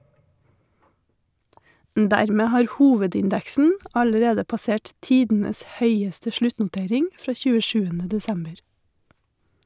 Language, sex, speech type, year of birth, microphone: Norwegian, female, read, 1981, Shure